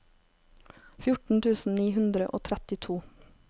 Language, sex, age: Norwegian, female, 23